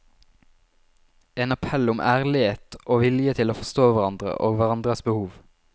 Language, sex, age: Norwegian, male, 19